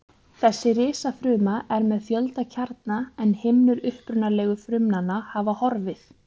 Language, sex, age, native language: Icelandic, female, 20-29, Icelandic